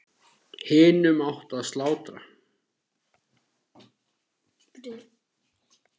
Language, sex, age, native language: Icelandic, male, 8, Icelandic